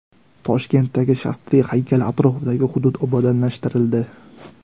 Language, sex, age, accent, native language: Uzbek, male, 18-24, Sirdaryo, Uzbek